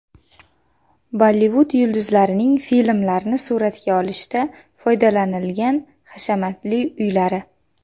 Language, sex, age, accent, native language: Uzbek, female, 19-29, Qashqadaryo, Uzbek